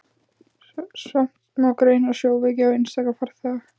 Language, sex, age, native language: Icelandic, female, 15, Icelandic